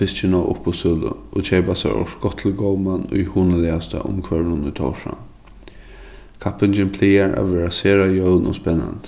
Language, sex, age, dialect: Faroese, male, 15-35, Suðurstreymoy